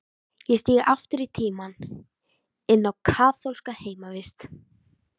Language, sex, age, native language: Icelandic, female, 13, Icelandic